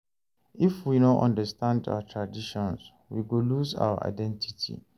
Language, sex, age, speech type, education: Nigerian Pidgin, male, 30-45, read, tertiary